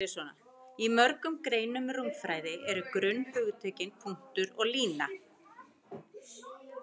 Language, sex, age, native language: Icelandic, female, 40-49, Icelandic